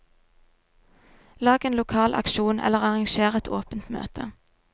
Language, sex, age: Norwegian, female, 22